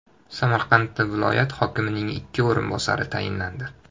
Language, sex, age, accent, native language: Uzbek, male, 18-24, Toshkent shahri, Uzbek